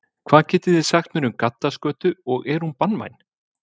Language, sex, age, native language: Icelandic, male, 50-59, Icelandic